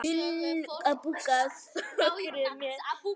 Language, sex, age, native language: Icelandic, female, 9, Icelandic